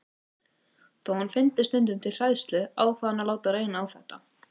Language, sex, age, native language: Icelandic, female, 18-19, Icelandic